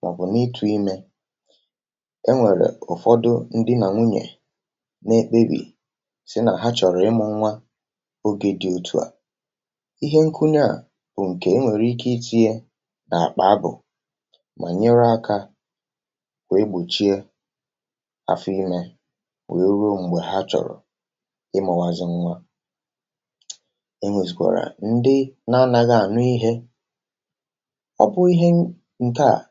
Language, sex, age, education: Igbo, male, 30-45, tertiary